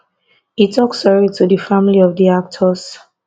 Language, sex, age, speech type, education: Nigerian Pidgin, female, 15-29, spontaneous, tertiary